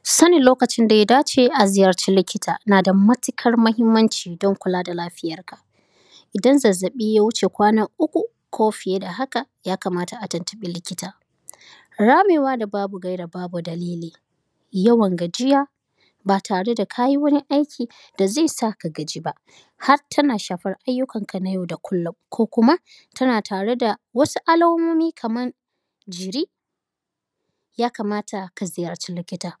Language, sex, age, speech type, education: Hausa, female, 15-29, spontaneous, tertiary